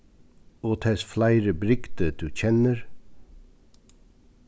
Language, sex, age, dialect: Faroese, male, 36-60, Suðurstreymoy